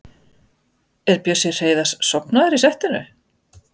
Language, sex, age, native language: Icelandic, female, 50-59, Icelandic